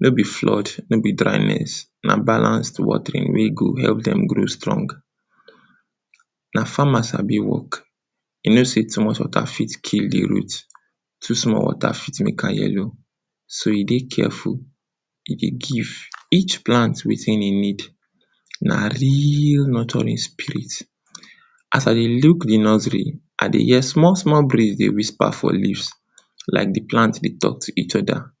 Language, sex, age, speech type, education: Nigerian Pidgin, male, 46-60, spontaneous, tertiary